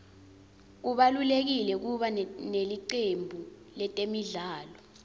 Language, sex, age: Swati, female, 20